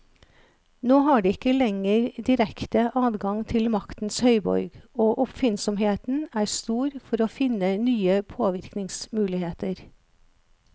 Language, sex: Norwegian, female